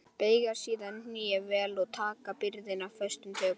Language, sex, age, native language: Icelandic, male, 11, Icelandic